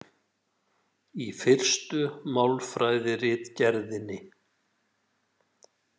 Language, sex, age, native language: Icelandic, male, 60-69, Icelandic